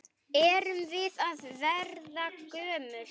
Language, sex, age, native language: Icelandic, male, 9, Icelandic